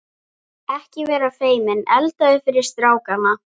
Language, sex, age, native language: Icelandic, female, 11, Icelandic